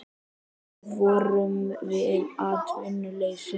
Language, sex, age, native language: Icelandic, female, 50-59, Icelandic